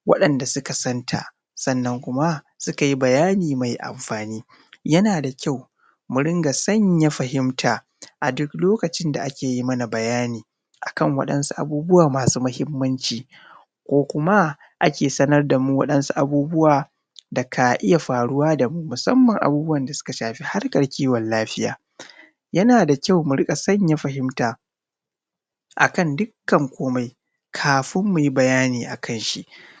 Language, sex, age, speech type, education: Hausa, male, 30-45, spontaneous, primary